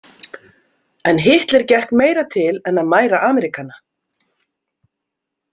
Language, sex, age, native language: Icelandic, female, 50-59, Icelandic